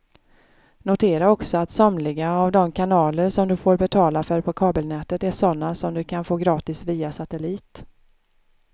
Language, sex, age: Swedish, female, 36